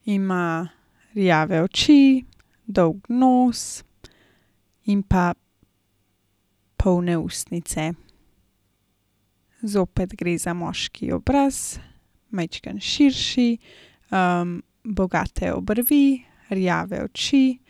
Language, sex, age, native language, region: Slovenian, female, 18-29, Slovenian, Gorenjska region